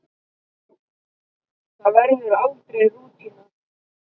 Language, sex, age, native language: Icelandic, male, 9, Icelandic